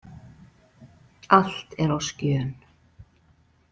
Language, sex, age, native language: Icelandic, female, 40-49, Icelandic